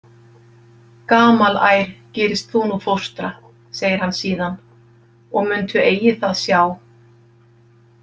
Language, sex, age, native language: Icelandic, female, 50-59, Icelandic